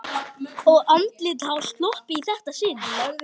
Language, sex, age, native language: Icelandic, male, 13, Icelandic